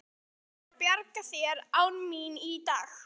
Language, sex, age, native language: Icelandic, female, 13, Icelandic